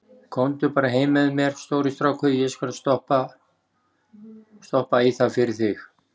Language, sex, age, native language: Icelandic, male, 40-49, Icelandic